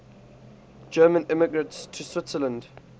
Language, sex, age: English, male, 18